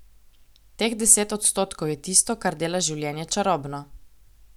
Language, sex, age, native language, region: Slovenian, female, 18-29, Slovenian, Coastal Karst region